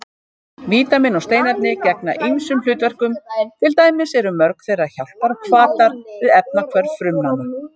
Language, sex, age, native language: Icelandic, female, 50-59, Icelandic